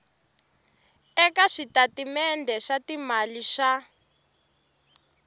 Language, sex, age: Tsonga, female, 18